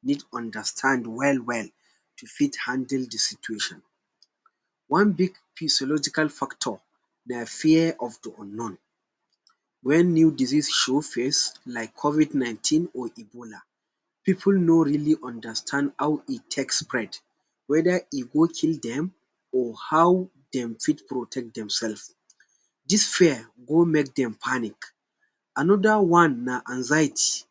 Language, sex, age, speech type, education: Nigerian Pidgin, male, 15-29, spontaneous, tertiary